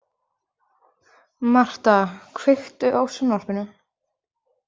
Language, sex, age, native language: Icelandic, female, 20-29, Icelandic